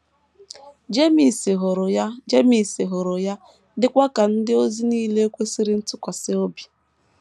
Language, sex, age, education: Igbo, female, 15-29, tertiary